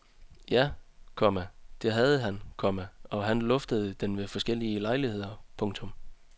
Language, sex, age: Danish, male, 30